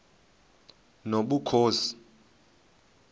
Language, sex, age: Xhosa, male, 35